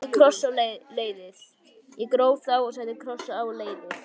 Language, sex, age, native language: Icelandic, female, 11, Icelandic